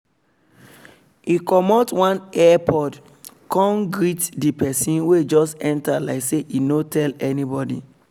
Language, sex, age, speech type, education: Nigerian Pidgin, male, 30-45, spontaneous, tertiary